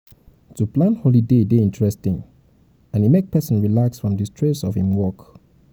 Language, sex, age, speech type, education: Nigerian Pidgin, male, 30-45, spontaneous, tertiary